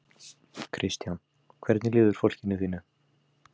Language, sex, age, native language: Icelandic, male, 18-19, Icelandic